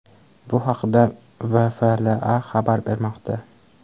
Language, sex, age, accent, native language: Uzbek, male, 18-24, Andijon, Uzbek